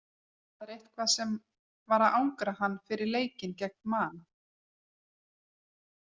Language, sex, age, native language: Icelandic, female, 40-49, Icelandic